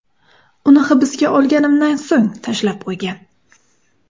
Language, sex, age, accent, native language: Uzbek, female, 18-24, Samarqand, Uzbek